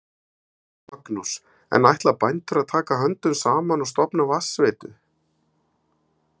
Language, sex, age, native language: Icelandic, male, 50-59, Icelandic